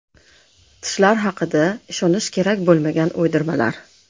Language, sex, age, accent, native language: Uzbek, female, 35+, Namangan, Uzbek